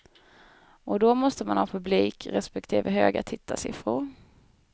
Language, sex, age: Swedish, female, 19